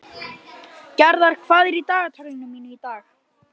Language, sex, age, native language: Icelandic, male, 12, Icelandic